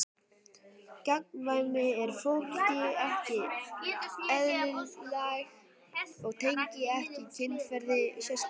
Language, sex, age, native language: Icelandic, male, 12, Icelandic